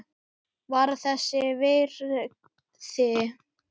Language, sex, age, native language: Icelandic, male, 8, Icelandic